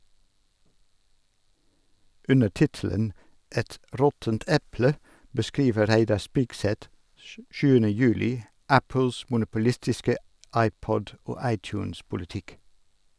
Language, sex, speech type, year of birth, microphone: Norwegian, male, read, 1962, Sennheiser